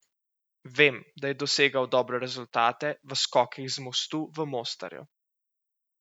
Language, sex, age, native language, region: Slovenian, male, 18-29, Slovenian, Central Slovenia